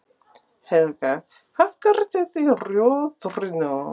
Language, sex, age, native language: Icelandic, female, 50-59, English